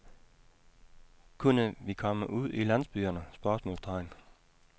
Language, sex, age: Danish, male, 56